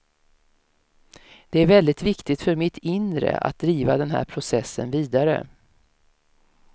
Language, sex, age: Swedish, female, 56